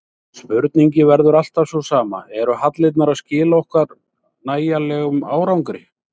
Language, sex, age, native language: Icelandic, male, 60-69, Icelandic